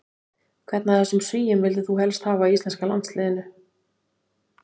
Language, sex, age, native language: Icelandic, female, 30-39, Icelandic